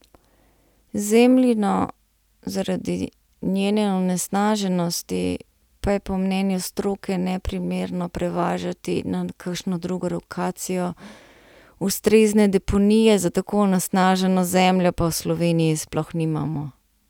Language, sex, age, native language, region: Slovenian, female, 30-49, Slovenian, Central Slovenia